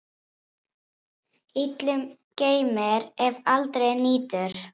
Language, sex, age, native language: Icelandic, female, 18-19, Icelandic